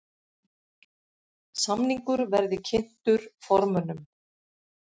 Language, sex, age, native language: Icelandic, female, 50-59, Icelandic